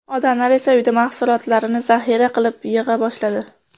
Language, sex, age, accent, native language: Uzbek, female, under 19, Namangan, Uzbek